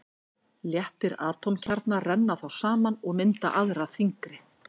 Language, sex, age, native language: Icelandic, female, 50-59, Icelandic